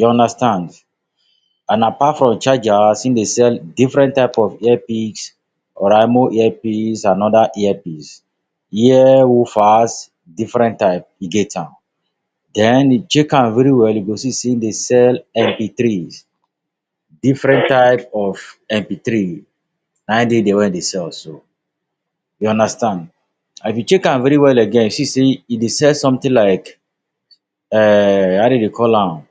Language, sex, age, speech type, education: Nigerian Pidgin, male, 46-60, spontaneous, tertiary